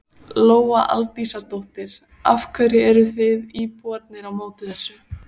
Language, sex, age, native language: Icelandic, female, 14, Icelandic